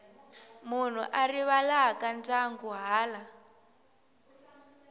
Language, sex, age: Tsonga, female, 18